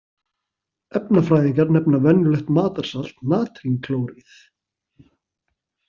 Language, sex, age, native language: Icelandic, male, 40-49, Icelandic